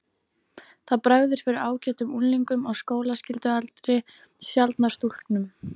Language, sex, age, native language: Icelandic, female, 13, Icelandic